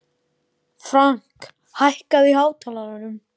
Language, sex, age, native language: Icelandic, male, 14, Icelandic